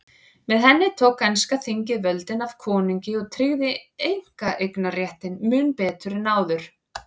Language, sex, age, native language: Icelandic, female, 40-49, Icelandic